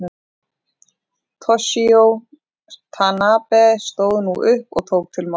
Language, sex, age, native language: Icelandic, female, 40-49, Icelandic